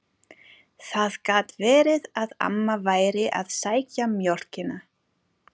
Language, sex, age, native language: Icelandic, female, 40-49, German